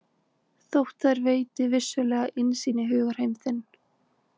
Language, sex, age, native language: Icelandic, female, 20-29, Icelandic